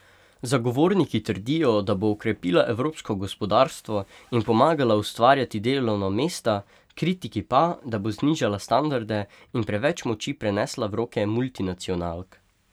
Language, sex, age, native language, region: Slovenian, male, 18-29, Slovenian, Pomurje region